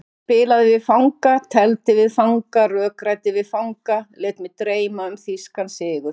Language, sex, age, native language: Icelandic, female, 50-59, Icelandic